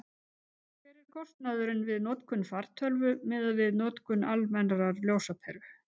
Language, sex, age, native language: Icelandic, female, 50-59, Icelandic